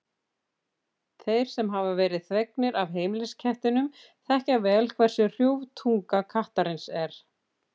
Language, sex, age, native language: Icelandic, female, 50-59, Icelandic